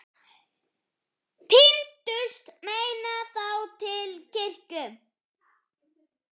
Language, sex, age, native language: Icelandic, female, 9, Icelandic